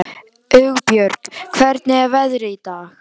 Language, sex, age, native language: Icelandic, male, 12, Icelandic